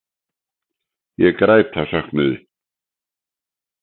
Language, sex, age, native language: Icelandic, male, 60-69, Icelandic